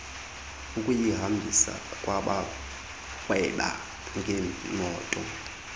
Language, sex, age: Xhosa, male, 26